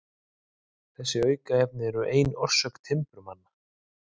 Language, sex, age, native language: Icelandic, male, 30-39, Icelandic